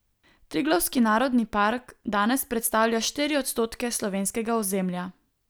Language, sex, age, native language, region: Slovenian, female, 18-29, Slovenian, Southeast Slovenia